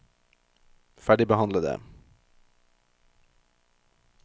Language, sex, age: Norwegian, male, 38